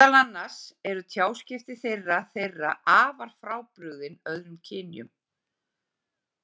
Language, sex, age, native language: Icelandic, female, 40-49, Icelandic